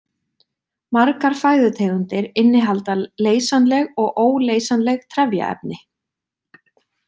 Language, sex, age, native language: Icelandic, female, 20-29, Icelandic